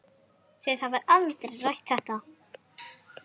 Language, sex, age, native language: Icelandic, female, 9, Icelandic